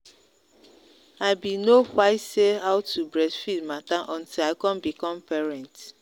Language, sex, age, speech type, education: Nigerian Pidgin, female, 30-45, spontaneous, tertiary